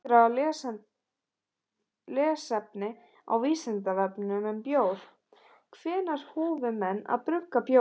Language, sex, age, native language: Icelandic, other, 18-19, Icelandic